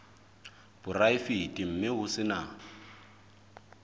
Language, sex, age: Southern Sotho, male, 26